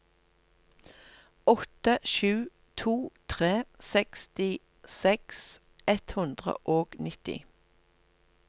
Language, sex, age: Norwegian, female, 57